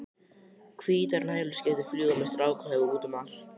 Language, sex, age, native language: Icelandic, male, 12, Icelandic